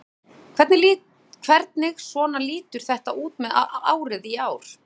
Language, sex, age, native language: Icelandic, female, 40-49, Icelandic